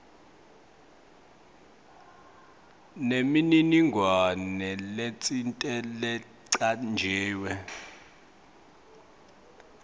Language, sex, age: Swati, male, 25